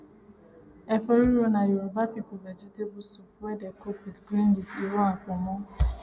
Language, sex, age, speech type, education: Nigerian Pidgin, female, 15-29, spontaneous, tertiary